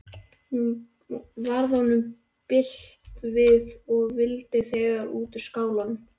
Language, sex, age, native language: Icelandic, male, 12, Icelandic